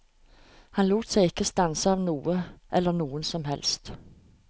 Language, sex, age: Norwegian, female, 45